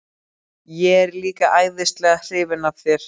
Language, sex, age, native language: Icelandic, male, 12, Icelandic